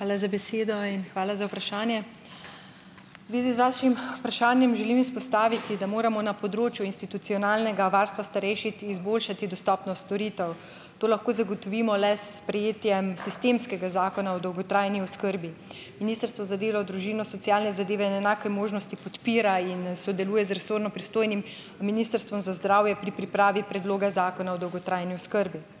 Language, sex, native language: Slovenian, female, Slovenian